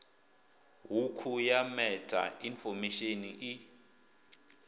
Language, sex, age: Venda, male, 24